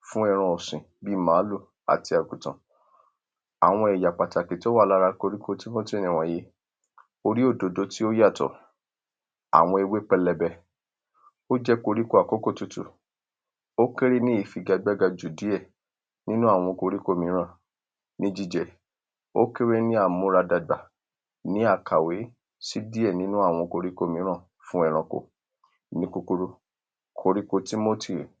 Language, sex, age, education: Yoruba, male, 30-45, secondary